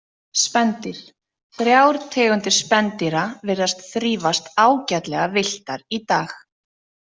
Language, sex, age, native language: Icelandic, female, 30-39, Icelandic